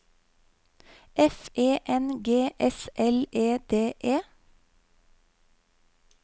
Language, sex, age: Norwegian, female, 35